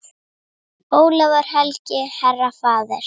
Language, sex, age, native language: Icelandic, female, 7, Icelandic